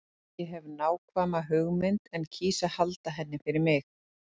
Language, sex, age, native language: Icelandic, female, 40-49, Icelandic